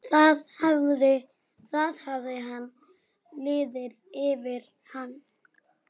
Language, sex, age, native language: Icelandic, female, 9, Icelandic